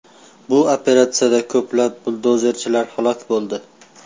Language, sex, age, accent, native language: Uzbek, male, 18-24, Farg'ona, Uzbek